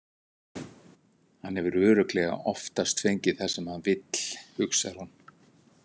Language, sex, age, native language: Icelandic, male, 60-69, Icelandic